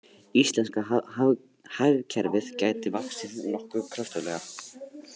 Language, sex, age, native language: Icelandic, male, 80-89, Icelandic